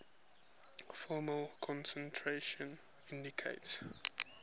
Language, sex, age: English, male, 21